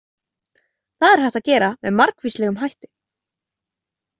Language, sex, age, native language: Icelandic, female, 20-29, Icelandic